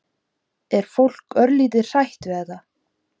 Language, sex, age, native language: Icelandic, female, 17, Icelandic